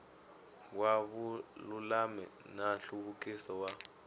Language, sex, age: Tsonga, male, 18